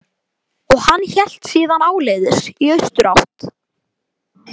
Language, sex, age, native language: Icelandic, male, 18-19, Icelandic